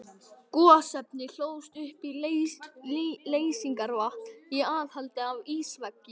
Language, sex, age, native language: Icelandic, male, 12, Icelandic